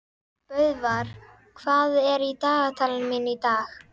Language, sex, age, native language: Icelandic, female, 12, Icelandic